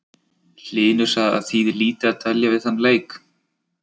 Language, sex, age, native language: Icelandic, male, 20-29, Icelandic